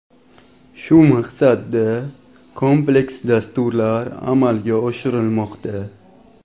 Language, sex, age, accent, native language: Uzbek, male, 18-24, Qashqadaryo, Uzbek